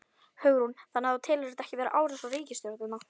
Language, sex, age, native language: Icelandic, female, 11, Icelandic